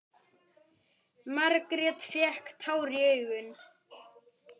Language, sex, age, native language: Icelandic, male, 9, Icelandic